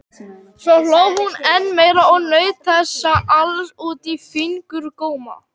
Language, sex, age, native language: Icelandic, female, 18-19, Icelandic